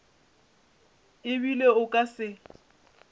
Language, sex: Northern Sotho, female